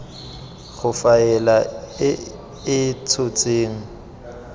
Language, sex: Tswana, male